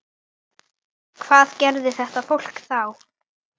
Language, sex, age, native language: Icelandic, female, 9, Icelandic